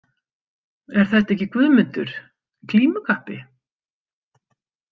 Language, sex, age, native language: Icelandic, female, 50-59, Icelandic